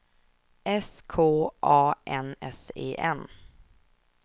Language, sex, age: Swedish, female, 24